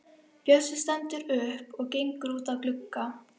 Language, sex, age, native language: Icelandic, female, 11, Icelandic